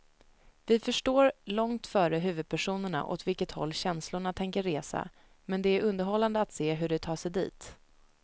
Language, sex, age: Swedish, female, 19